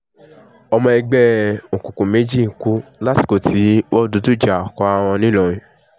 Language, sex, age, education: Yoruba, male, 15-29, tertiary